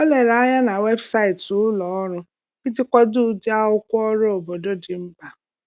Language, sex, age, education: Igbo, female, 30-45, tertiary